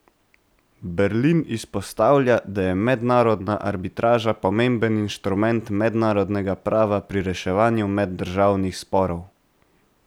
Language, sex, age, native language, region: Slovenian, male, 18-29, Slovenian, Central Slovenia